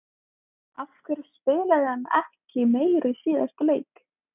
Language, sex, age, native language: Icelandic, female, 20-29, Icelandic